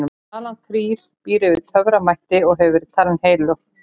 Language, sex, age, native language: Icelandic, female, 40-49, Icelandic